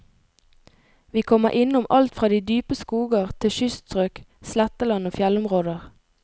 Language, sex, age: Norwegian, female, 22